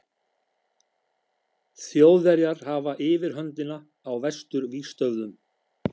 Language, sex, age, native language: Icelandic, male, 50-59, Icelandic